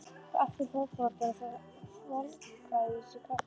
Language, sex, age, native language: Icelandic, female, 11, Icelandic